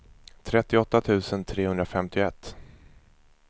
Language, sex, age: Swedish, male, 24